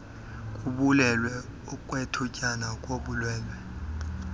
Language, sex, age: Xhosa, male, 26